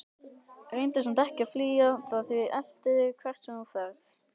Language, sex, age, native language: Icelandic, male, 18-19, Icelandic